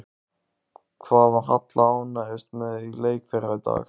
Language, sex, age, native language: Icelandic, male, 15, Icelandic